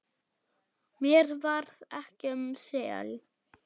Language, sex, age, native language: Icelandic, male, 8, German